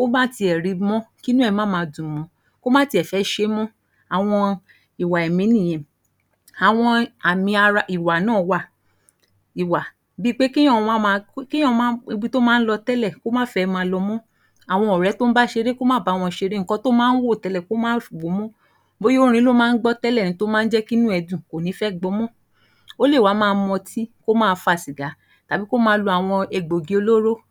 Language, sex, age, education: Yoruba, female, 15-29, tertiary